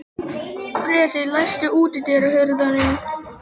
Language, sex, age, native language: Icelandic, male, 18-19, Icelandic